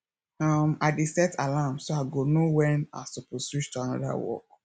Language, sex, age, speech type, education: Nigerian Pidgin, female, 15-29, spontaneous, tertiary